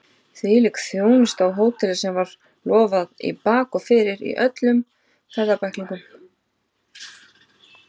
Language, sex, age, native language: Icelandic, female, 30-39, Icelandic